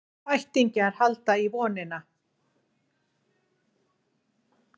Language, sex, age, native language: Icelandic, female, 40-49, Icelandic